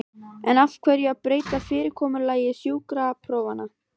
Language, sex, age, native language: Icelandic, female, 12, Icelandic